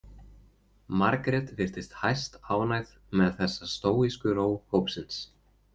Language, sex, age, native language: Icelandic, male, 20-29, Icelandic